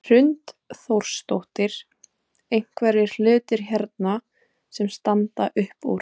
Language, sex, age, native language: Icelandic, female, 20-29, Icelandic